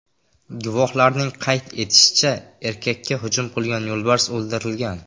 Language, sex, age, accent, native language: Uzbek, male, under 19, Qashqadaryo, Uzbek